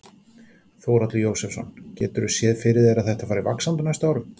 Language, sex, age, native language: Icelandic, male, 40-49, Icelandic